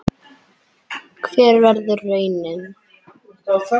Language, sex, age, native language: Icelandic, female, 10, Icelandic